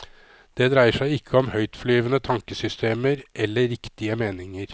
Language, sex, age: Norwegian, male, 53